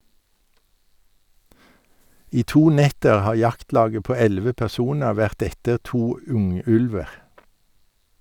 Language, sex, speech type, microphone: Norwegian, male, read, Sennheiser